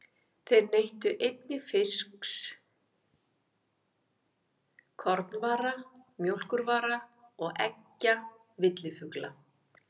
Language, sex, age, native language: Icelandic, female, 50-59, Icelandic